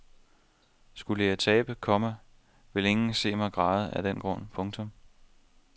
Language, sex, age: Danish, male, 27